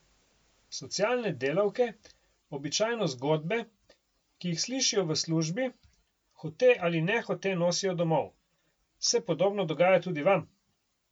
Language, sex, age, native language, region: Slovenian, male, 50-59, Slovenian, Coastal Karst region